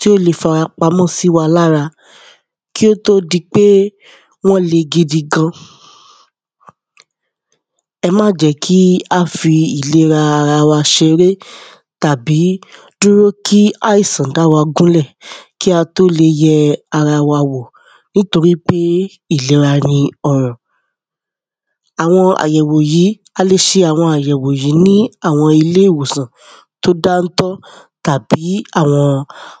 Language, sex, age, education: Yoruba, female, 30-45, tertiary